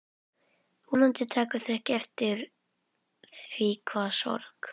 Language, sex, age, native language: Icelandic, female, 11, Icelandic